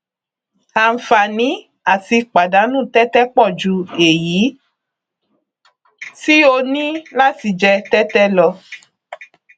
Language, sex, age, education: Yoruba, female, 30-45, tertiary